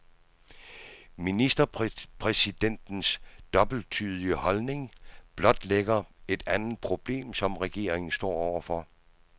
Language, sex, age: Danish, male, 66